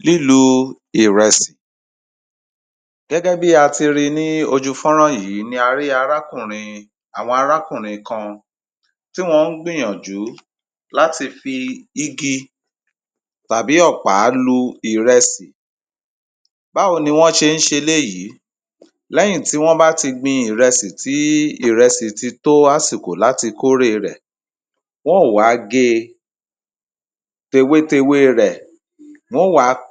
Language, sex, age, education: Yoruba, male, 30-45, primary